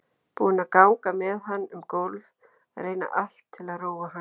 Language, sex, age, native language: Icelandic, female, 40-49, Icelandic